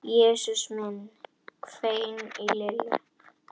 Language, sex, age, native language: Icelandic, female, 10, Icelandic